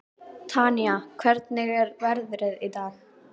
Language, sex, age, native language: Icelandic, female, 18-19, Icelandic